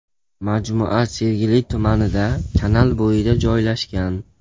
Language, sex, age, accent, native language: Uzbek, male, 12-17, Jizzax, Uzbek